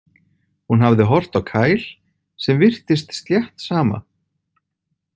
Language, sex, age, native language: Icelandic, male, 40-49, Icelandic